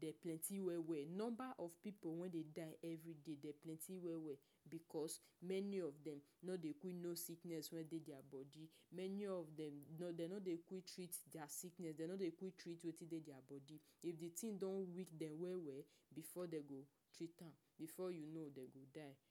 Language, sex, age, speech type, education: Nigerian Pidgin, female, 46-60, spontaneous, tertiary